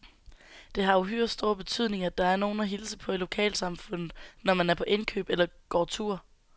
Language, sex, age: Danish, female, 19